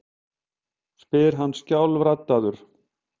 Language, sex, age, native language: Icelandic, male, 50-59, Icelandic